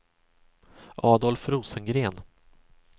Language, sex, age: Swedish, male, 26